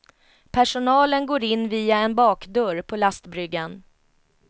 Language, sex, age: Swedish, female, 33